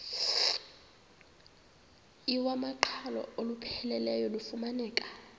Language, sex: Xhosa, female